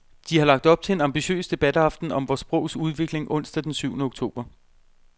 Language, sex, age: Danish, male, 32